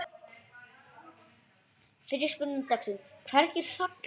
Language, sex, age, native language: Icelandic, male, 9, Icelandic